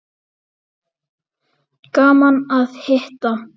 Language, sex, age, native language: Icelandic, male, 8, Icelandic